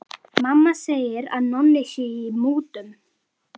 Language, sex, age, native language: Icelandic, female, 11, Icelandic